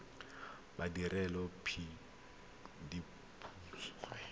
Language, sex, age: Tswana, male, 23